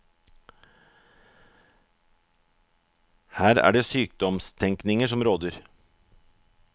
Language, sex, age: Norwegian, male, 44